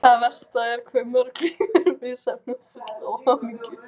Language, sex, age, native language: Icelandic, female, 18-19, Icelandic